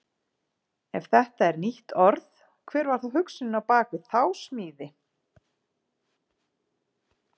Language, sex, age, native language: Icelandic, female, 40-49, Icelandic